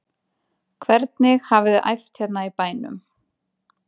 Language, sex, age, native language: Icelandic, female, 20-29, Icelandic